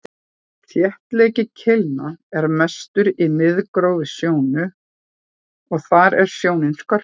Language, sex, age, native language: Icelandic, female, 40-49, Icelandic